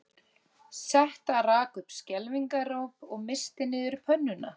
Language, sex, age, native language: Icelandic, female, 30-39, Icelandic